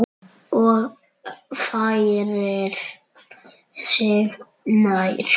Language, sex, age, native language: Icelandic, male, 9, Icelandic